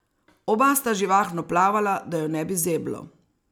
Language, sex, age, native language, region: Slovenian, female, 60+, Slovenian, Savinja region